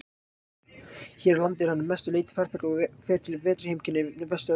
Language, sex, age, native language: Icelandic, male, 18-19, Icelandic